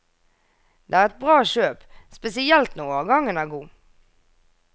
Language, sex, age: Norwegian, female, 24